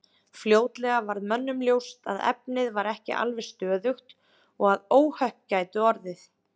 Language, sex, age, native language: Icelandic, female, 30-39, Icelandic